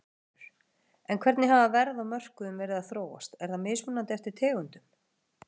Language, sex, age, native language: Icelandic, female, 40-49, Icelandic